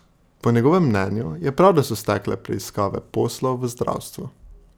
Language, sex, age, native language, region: Slovenian, male, 18-29, Slovenian, Drava region